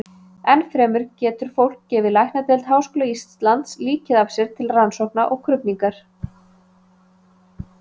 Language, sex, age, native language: Icelandic, female, 30-39, Icelandic